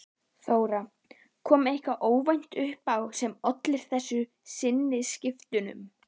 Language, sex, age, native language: Icelandic, female, 12, Icelandic